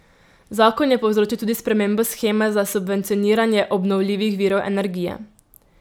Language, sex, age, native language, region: Slovenian, female, 18-29, Slovenian, Drava region